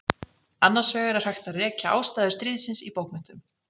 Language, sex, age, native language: Icelandic, female, 40-49, Icelandic